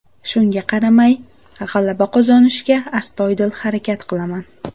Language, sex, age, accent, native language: Uzbek, female, 18-24, Namangan, Uzbek